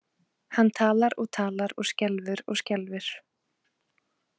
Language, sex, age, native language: Icelandic, female, 20-29, Icelandic